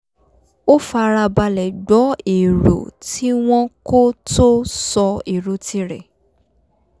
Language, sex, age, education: Yoruba, female, 15-29, tertiary